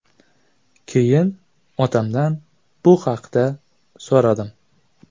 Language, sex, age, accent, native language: Uzbek, male, 18-24, Jizzax, Uzbek